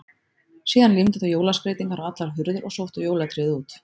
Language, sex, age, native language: Icelandic, female, 30-39, Icelandic